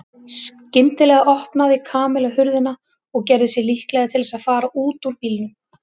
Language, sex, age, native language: Icelandic, female, 30-39, Icelandic